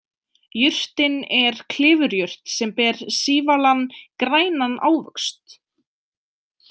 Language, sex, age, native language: Icelandic, female, 20-29, Icelandic